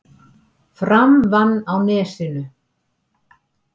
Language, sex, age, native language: Icelandic, female, 70-79, Icelandic